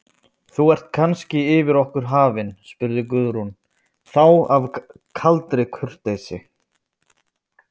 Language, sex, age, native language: Icelandic, male, 20-29, Icelandic